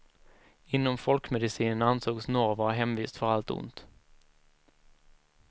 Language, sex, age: Swedish, male, 19